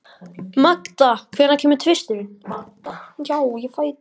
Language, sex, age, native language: Icelandic, male, 14, Icelandic